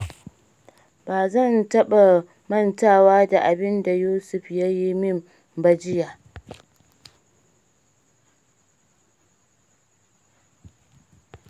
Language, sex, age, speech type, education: Hausa, female, 30-45, read, primary